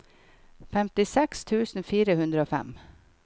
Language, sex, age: Norwegian, female, 51